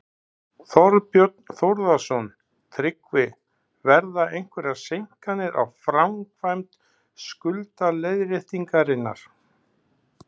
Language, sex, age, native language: Icelandic, male, 60-69, Icelandic